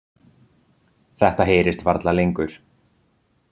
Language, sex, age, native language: Icelandic, male, 30-39, Icelandic